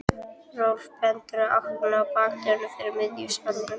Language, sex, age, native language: Icelandic, female, 12, Icelandic